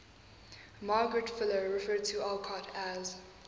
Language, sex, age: English, female, 20